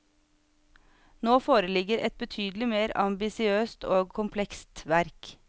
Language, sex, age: Norwegian, female, 36